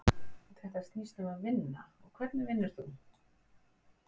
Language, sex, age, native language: Icelandic, female, 40-49, Icelandic